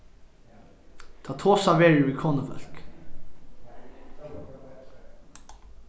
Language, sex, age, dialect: Faroese, male, 15-35, Norðurstreymoy/Eysturoy